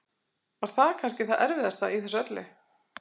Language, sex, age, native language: Icelandic, female, 40-49, Icelandic